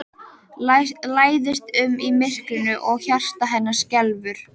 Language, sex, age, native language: Icelandic, female, 13, Icelandic